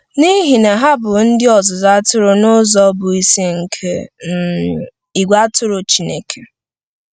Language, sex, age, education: Igbo, female, 15-29, tertiary